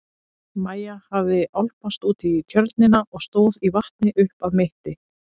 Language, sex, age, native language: Icelandic, female, 30-39, Icelandic